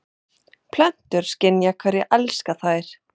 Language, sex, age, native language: Icelandic, female, 7, Serbo-Croatian